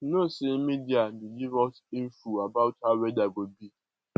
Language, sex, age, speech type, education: Nigerian Pidgin, male, 46-60, spontaneous, tertiary